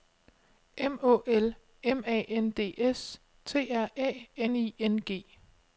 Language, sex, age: Danish, female, 25